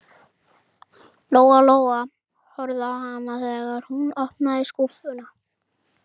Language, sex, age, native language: Icelandic, female, 11, Icelandic